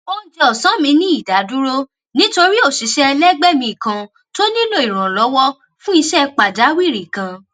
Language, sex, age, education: Yoruba, female, 15-29, tertiary